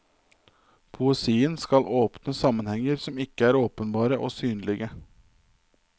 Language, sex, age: Norwegian, male, 27